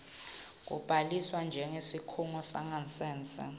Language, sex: Swati, female